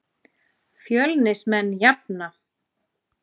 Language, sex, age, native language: Icelandic, female, 30-39, Icelandic